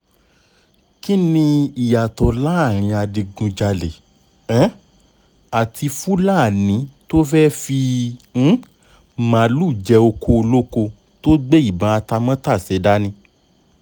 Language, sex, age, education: Yoruba, male, 30-45, tertiary